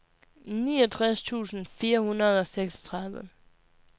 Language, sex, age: Danish, female, 20